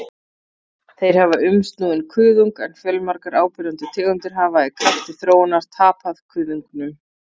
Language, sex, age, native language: Icelandic, female, 30-39, Icelandic